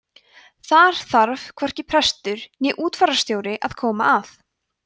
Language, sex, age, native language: Icelandic, female, 20-29, Icelandic